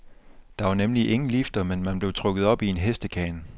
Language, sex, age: Danish, male, 24